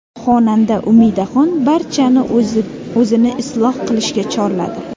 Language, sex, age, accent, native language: Uzbek, female, under 19, Sirdaryo, Uzbek